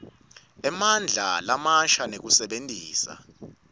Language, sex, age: Swati, male, 25